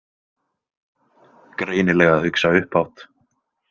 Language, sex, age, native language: Icelandic, male, 20-29, Icelandic